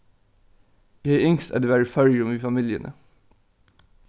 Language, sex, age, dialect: Faroese, male, 15-35, Norðuroyggjar